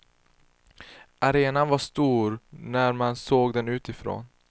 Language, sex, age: Swedish, male, 19